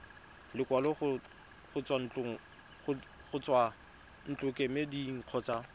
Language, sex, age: Tswana, male, 25